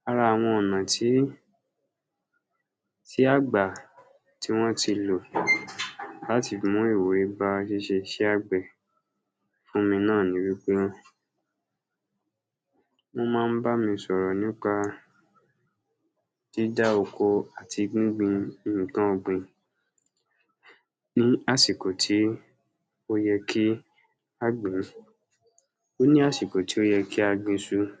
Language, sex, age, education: Yoruba, male, 46-60, tertiary